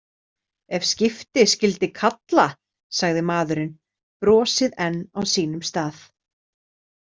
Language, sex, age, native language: Icelandic, female, 30-39, Icelandic